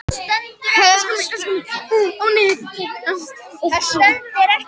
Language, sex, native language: Icelandic, other, Icelandic